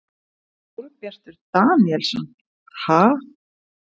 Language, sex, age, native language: Icelandic, female, 30-39, Icelandic